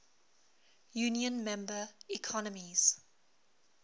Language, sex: English, female